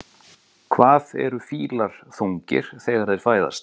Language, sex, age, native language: Icelandic, male, 40-49, Icelandic